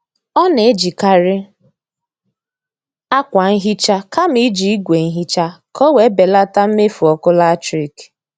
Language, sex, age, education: Igbo, female, 30-45, tertiary